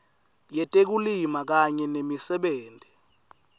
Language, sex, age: Swati, male, 19